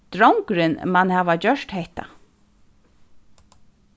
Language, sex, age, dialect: Faroese, female, 36-60, Suðurstreymoy